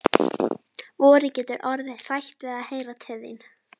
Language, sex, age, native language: Icelandic, female, 12, Icelandic